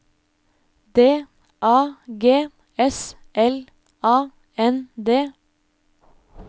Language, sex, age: Norwegian, female, 24